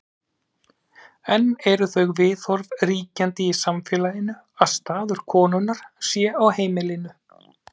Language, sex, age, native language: Icelandic, male, 30-39, Icelandic